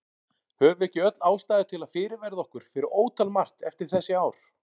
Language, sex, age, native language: Icelandic, male, 40-49, Icelandic